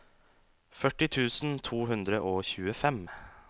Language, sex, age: Norwegian, male, 27